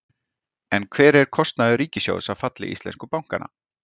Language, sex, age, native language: Icelandic, male, 40-49, Icelandic